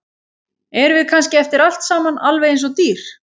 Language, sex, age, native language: Icelandic, female, 30-39, Icelandic